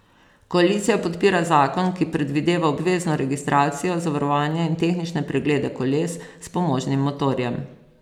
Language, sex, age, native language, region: Slovenian, female, 50-59, Slovenian, Posavska region